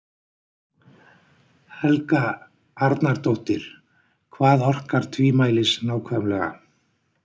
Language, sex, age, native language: Icelandic, male, 60-69, Icelandic